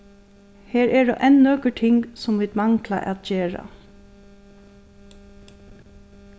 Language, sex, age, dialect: Faroese, female, 36-60, Suðurstreymoy